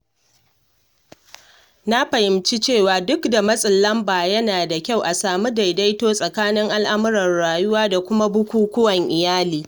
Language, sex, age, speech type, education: Hausa, female, 30-45, read, secondary